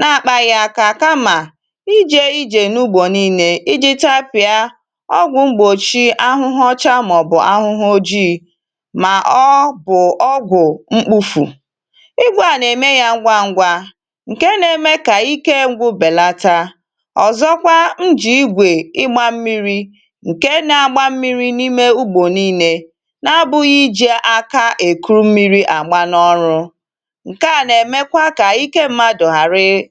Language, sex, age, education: Igbo, female, 15-29, tertiary